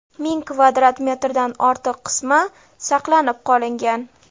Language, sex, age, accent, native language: Uzbek, female, 18-24, Toshkent shahri, Uzbek